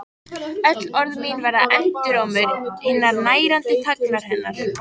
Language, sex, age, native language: Icelandic, female, 13, Icelandic